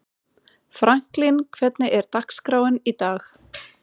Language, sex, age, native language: Icelandic, female, 40-49, Swedish